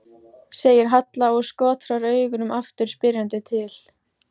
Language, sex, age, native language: Icelandic, female, 14, Icelandic